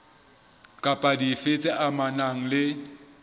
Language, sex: Southern Sotho, male